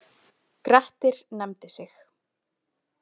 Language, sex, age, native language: Icelandic, female, 20-29, Icelandic